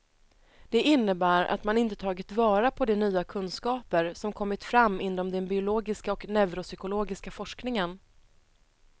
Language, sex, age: Swedish, female, 30